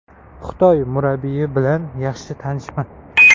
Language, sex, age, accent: Uzbek, male, 18-24, Qoraqalpog'iston